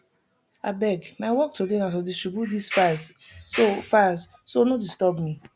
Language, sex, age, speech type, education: Nigerian Pidgin, female, 30-45, spontaneous, tertiary